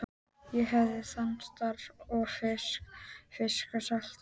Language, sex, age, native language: Icelandic, female, 12, Icelandic